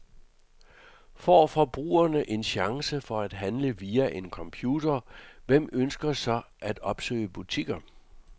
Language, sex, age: Danish, male, 66